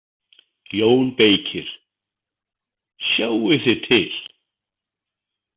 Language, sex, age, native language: Icelandic, male, 50-59, Icelandic